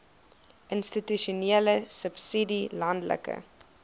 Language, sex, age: Afrikaans, female, 22